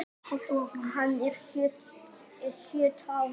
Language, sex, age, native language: Icelandic, male, 10, Icelandic